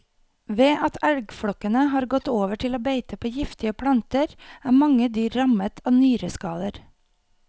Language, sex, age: Norwegian, female, 28